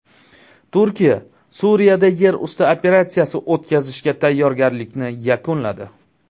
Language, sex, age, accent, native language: Uzbek, male, 19-29, Surxondaryo, Uzbek